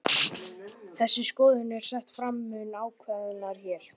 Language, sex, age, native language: Icelandic, male, 11, Icelandic